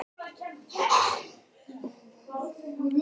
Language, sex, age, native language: Icelandic, other, 11, Icelandic